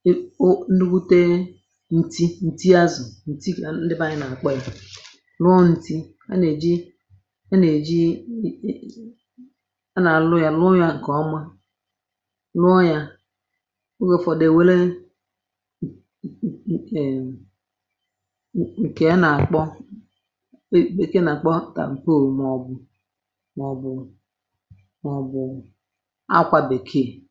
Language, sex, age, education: Igbo, female, 30-45, tertiary